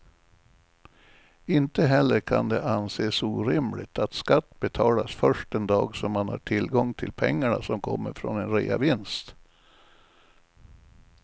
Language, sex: Swedish, male